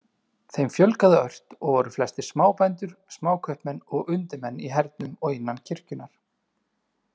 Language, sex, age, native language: Icelandic, male, 30-39, Icelandic